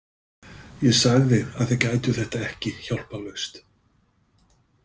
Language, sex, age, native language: Icelandic, male, 50-59, Icelandic